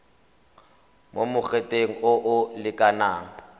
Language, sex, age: Tswana, male, 25